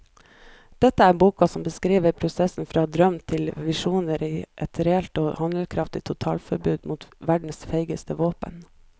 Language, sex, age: Norwegian, female, 29